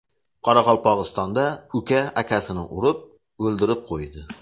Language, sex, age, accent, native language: Uzbek, male, 35+, Jizzax, Uzbek